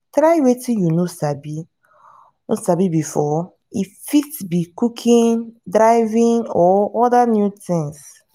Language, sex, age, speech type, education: Nigerian Pidgin, female, 15-29, spontaneous, tertiary